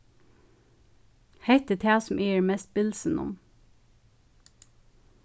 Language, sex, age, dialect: Faroese, female, 36-60, Suðurstreymoy